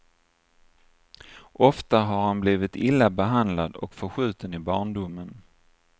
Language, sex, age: Swedish, male, 49